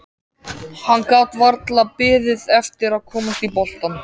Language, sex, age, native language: Icelandic, male, 14, Icelandic